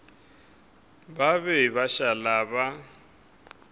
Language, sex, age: Northern Sotho, male, 23